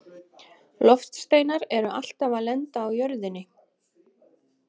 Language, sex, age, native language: Icelandic, female, 20-29, Icelandic